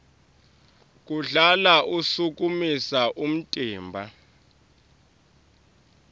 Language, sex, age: Swati, male, 23